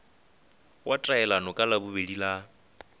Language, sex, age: Northern Sotho, male, 20